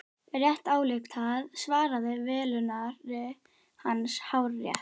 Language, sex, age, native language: Icelandic, female, 12, Icelandic